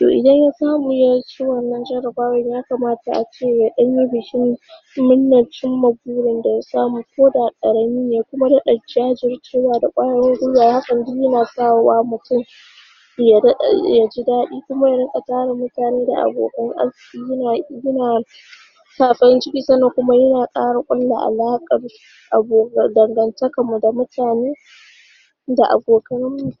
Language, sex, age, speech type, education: Hausa, female, 15-29, spontaneous, tertiary